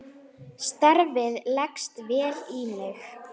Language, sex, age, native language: Icelandic, female, 9, Icelandic